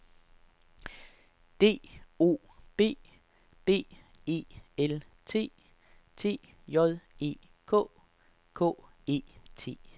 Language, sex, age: Danish, male, 33